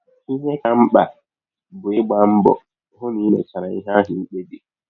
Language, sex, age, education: Igbo, male, 30-45, tertiary